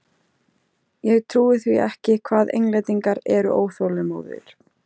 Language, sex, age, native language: Icelandic, female, 18-19, Icelandic